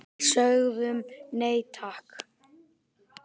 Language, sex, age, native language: Icelandic, male, 9, Icelandic